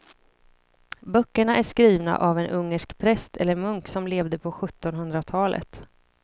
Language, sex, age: Swedish, female, 26